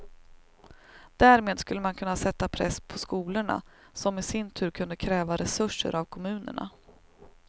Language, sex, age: Swedish, female, 38